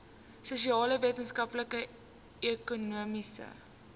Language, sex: Afrikaans, female